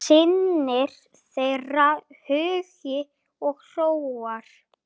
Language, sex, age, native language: Icelandic, male, 9, Icelandic